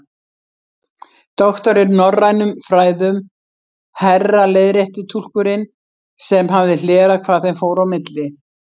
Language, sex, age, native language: Icelandic, female, 60-69, Icelandic